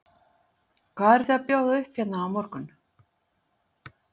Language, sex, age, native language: Icelandic, female, 50-59, Icelandic